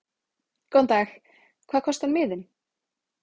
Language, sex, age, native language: Icelandic, female, 30-39, Icelandic